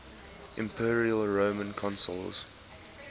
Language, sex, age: English, male, 19